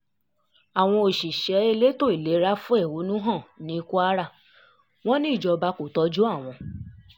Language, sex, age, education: Yoruba, female, 15-29, tertiary